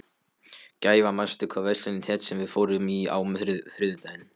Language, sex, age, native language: Icelandic, male, 12, Polish